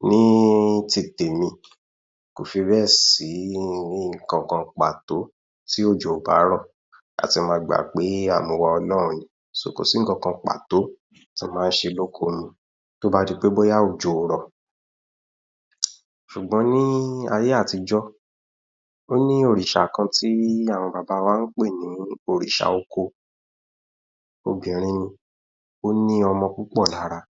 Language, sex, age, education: Yoruba, male, 15-29, tertiary